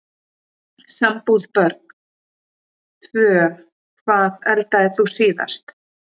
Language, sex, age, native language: Icelandic, female, 40-49, Icelandic